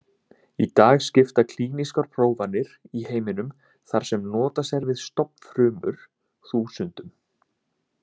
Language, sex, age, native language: Icelandic, male, 20-29, Icelandic